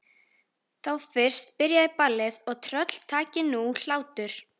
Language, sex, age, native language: Icelandic, female, 13, Icelandic